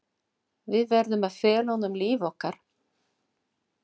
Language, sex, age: Icelandic, female, 60-69